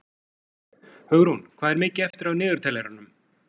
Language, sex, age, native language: Icelandic, male, 40-49, Icelandic